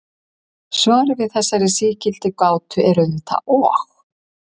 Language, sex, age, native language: Icelandic, female, 50-59, Icelandic